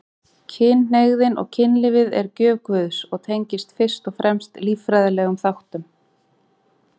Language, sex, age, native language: Icelandic, female, 40-49, Icelandic